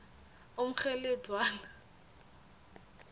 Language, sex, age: South Ndebele, female, 21